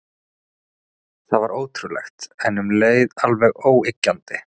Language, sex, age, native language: Icelandic, male, 30-39, Icelandic